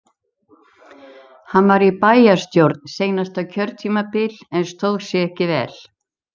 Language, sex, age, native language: Icelandic, female, 70-79, Icelandic